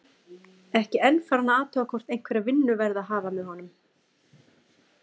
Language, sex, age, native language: Icelandic, female, 40-49, Icelandic